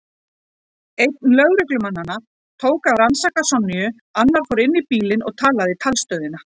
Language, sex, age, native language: Icelandic, female, 40-49, Icelandic